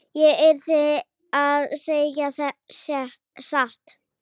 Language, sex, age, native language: Icelandic, male, 10, Icelandic